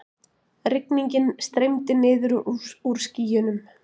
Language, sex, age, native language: Icelandic, female, 40-49, Icelandic